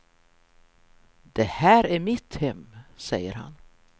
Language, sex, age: Swedish, female, 64